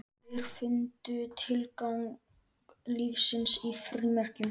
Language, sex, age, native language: Icelandic, male, 13, Icelandic